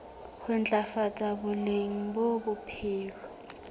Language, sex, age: Southern Sotho, female, 35